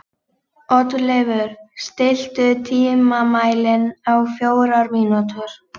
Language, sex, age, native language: Icelandic, female, 18-19, Icelandic